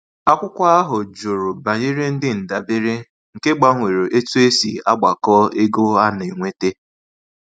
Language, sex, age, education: Igbo, male, 15-29, tertiary